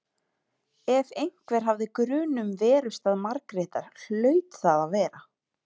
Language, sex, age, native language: Icelandic, female, 30-39, Icelandic